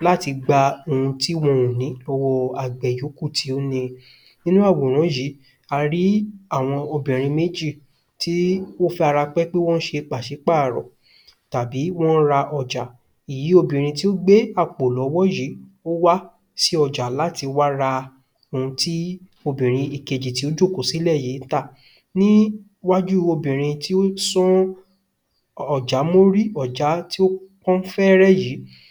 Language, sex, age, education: Yoruba, male, 15-29, tertiary